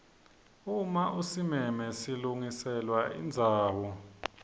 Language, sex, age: Swati, male, 26